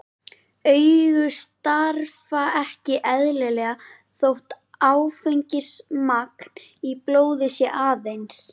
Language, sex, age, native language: Icelandic, female, 11, Icelandic